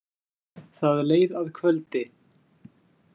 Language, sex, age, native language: Icelandic, male, 20-29, Icelandic